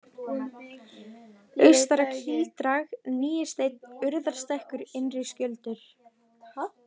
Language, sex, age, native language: Icelandic, female, 20-29, Icelandic